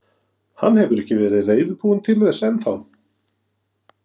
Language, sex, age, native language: Icelandic, male, 40-49, Norwegian